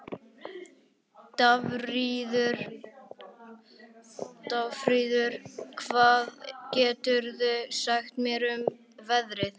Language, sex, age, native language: Icelandic, male, 11, Icelandic